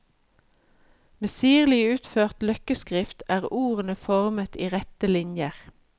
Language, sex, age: Norwegian, female, 53